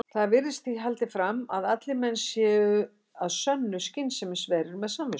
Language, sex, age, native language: Icelandic, female, 60-69, Icelandic